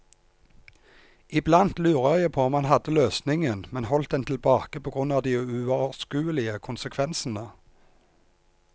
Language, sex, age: Norwegian, male, 34